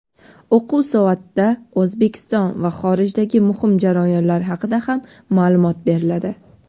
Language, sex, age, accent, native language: Uzbek, female, 12-17, Toshkent shahri, Uzbek